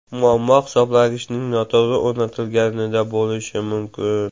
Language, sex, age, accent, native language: Uzbek, male, 18-24, Jizzax, Uzbek